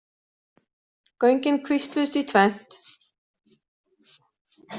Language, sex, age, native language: Icelandic, female, 60-69, Swedish